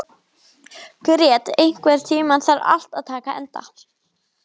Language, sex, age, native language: Icelandic, female, 20-29, Icelandic